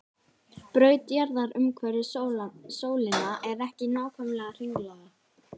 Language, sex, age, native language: Icelandic, female, 18-19, Icelandic